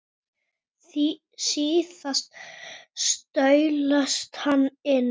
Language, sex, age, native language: Icelandic, female, 18-19, Icelandic